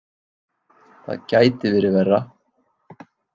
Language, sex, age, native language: Icelandic, male, 20-29, Icelandic